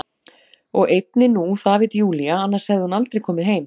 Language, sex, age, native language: Icelandic, female, 40-49, Icelandic